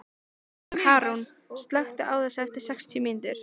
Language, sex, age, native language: Icelandic, female, 15, Icelandic